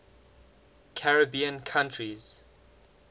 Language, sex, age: English, male, 19